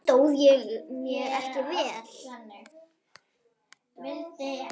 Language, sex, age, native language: Icelandic, female, 9, Icelandic